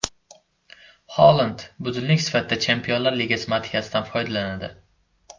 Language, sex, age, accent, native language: Uzbek, male, 12-17, Samarqand, Uzbek